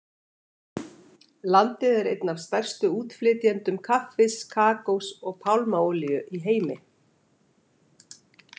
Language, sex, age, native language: Icelandic, female, 50-59, Icelandic